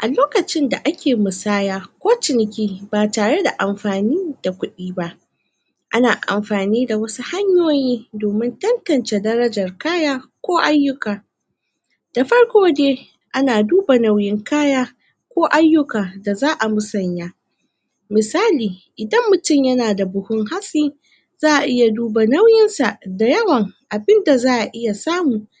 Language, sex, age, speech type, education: Hausa, female, 60+, spontaneous, tertiary